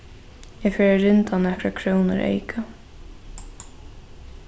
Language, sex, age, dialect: Faroese, female, 15-35, Norðurstreymoy/Eysturoy